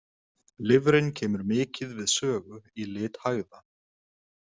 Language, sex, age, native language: Icelandic, male, 20-29, Icelandic